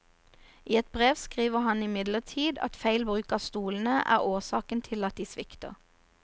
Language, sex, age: Norwegian, female, 29